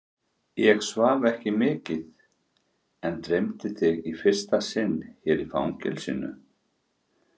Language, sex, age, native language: Icelandic, male, 40-49, Icelandic